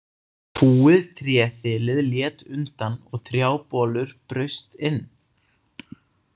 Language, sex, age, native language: Icelandic, male, 18-19, Icelandic